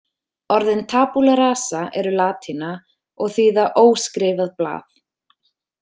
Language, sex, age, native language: Icelandic, female, 30-39, Icelandic